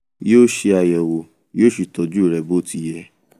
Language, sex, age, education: Yoruba, male, 15-29, tertiary